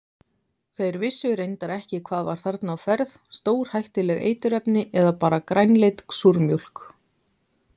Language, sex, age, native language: Icelandic, female, 20-29, Icelandic